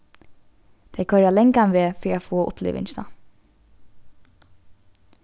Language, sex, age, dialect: Faroese, female, 15-35, Norðurstreymoy/Eysturoy